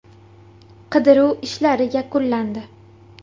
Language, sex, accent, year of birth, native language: Uzbek, female, Toshkent shahri, 1999, Uzbek